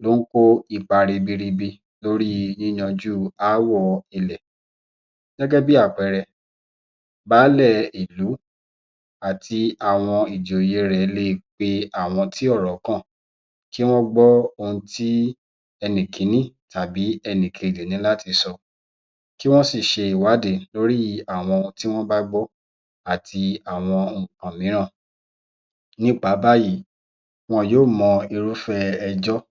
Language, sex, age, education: Yoruba, male, 30-45, tertiary